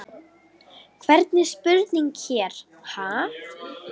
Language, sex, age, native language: Icelandic, female, 9, Icelandic